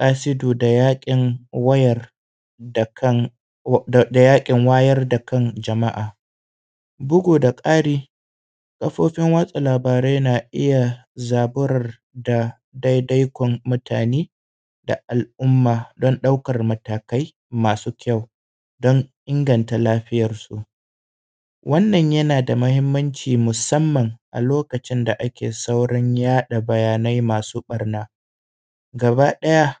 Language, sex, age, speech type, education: Hausa, male, 30-45, spontaneous, primary